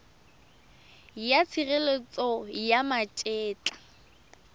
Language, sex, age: Tswana, female, 23